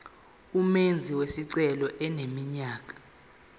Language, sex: Zulu, male